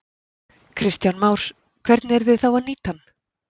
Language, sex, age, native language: Icelandic, female, 40-49, Icelandic